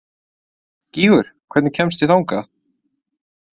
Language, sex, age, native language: Icelandic, male, 20-29, Icelandic